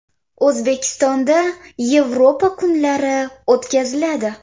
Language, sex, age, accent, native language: Uzbek, female, 18-24, Samarqand, Uzbek